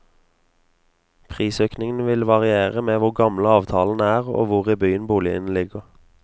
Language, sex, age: Norwegian, male, 22